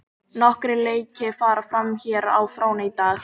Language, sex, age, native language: Icelandic, female, 18-19, Icelandic